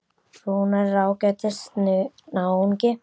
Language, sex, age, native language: Icelandic, male, 9, Icelandic